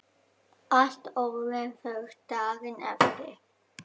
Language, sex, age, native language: Icelandic, female, 10, German